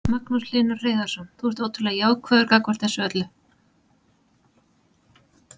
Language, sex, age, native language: Icelandic, female, 40-49, Icelandic